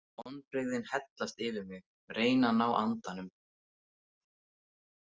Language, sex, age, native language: Icelandic, male, 18-19, Icelandic